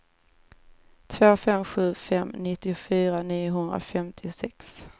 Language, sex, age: Swedish, female, 18